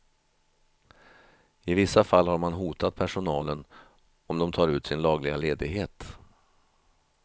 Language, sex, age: Swedish, male, 50